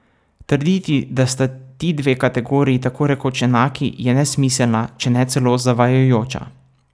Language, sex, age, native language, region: Slovenian, male, 18-29, Slovenian, Savinja region